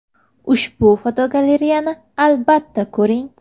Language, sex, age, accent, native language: Uzbek, female, 19-29, Samarqand, Uzbek